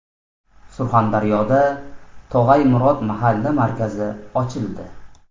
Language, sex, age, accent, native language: Uzbek, male, 25-34, Namangan, Uzbek